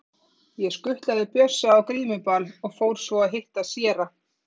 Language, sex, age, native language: Icelandic, female, 30-39, Icelandic